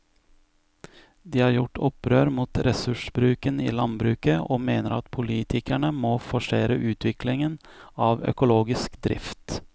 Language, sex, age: Norwegian, male, 41